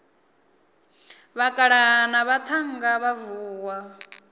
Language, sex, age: Venda, female, 24